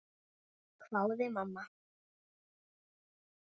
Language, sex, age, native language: Icelandic, female, 10, Icelandic